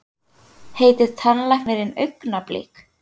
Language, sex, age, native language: Icelandic, female, 18-19, Icelandic